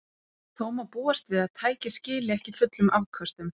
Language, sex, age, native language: Icelandic, female, 30-39, Icelandic